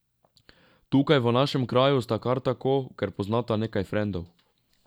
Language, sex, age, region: Slovenian, male, 18-29, Drava region